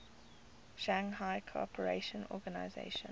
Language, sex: English, female